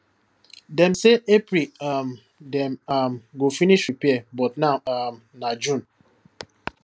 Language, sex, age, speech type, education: Nigerian Pidgin, male, 15-29, spontaneous, tertiary